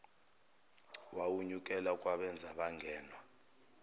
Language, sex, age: Zulu, male, 29